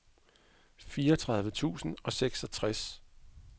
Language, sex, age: Danish, male, 41